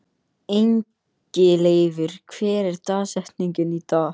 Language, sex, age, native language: Icelandic, male, 13, English